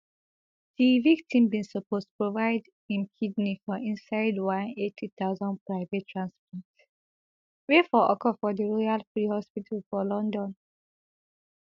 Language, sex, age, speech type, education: Nigerian Pidgin, female, 15-29, spontaneous, tertiary